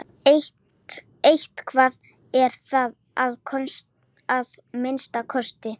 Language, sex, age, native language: Icelandic, female, 12, Icelandic